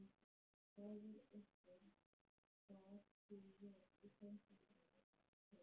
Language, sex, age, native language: Icelandic, male, 13, Icelandic